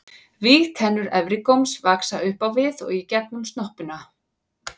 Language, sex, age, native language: Icelandic, female, 40-49, Icelandic